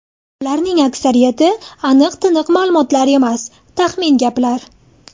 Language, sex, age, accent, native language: Uzbek, female, 19-29, Andijon, Uzbek